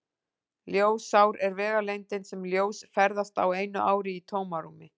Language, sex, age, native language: Icelandic, female, 40-49, Icelandic